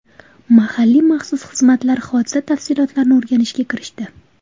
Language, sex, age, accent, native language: Uzbek, female, 18-24, Toshkent viloyati, Uzbek